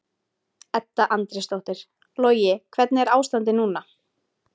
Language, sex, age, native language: Icelandic, female, 20-29, Icelandic